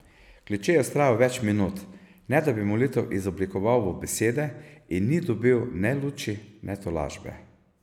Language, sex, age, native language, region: Slovenian, male, 50-59, Slovenian, Savinja region